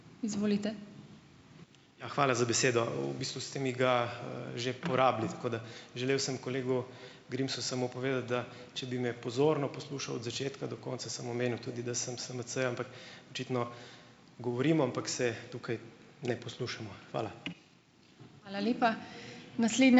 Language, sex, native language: Slovenian, male, Slovenian